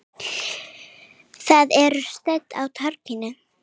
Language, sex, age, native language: Icelandic, female, 9, Icelandic